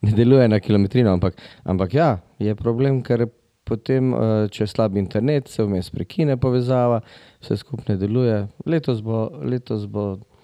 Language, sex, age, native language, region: Slovenian, male, 50-59, Slovenian, Drava region